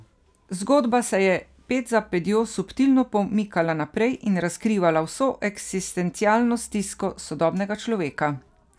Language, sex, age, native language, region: Slovenian, female, 50-59, Slovenian, Carinthia region